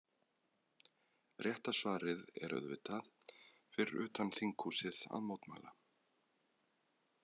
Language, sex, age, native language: Icelandic, male, 20-29, Icelandic